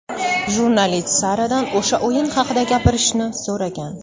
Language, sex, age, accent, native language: Uzbek, female, 19-29, Toshkent shahri, Uzbek